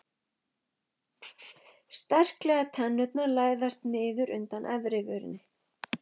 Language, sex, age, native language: Icelandic, female, 11, Icelandic